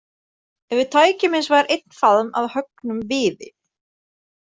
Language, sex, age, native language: Icelandic, female, 30-39, Icelandic